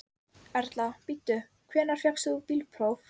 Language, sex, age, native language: Icelandic, female, 12, Icelandic